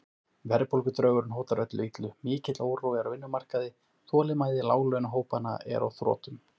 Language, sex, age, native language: Icelandic, male, 40-49, Icelandic